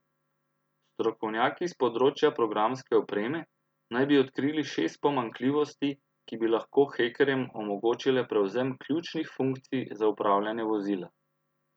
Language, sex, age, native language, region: Slovenian, male, 30-49, Slovenian, Central Slovenia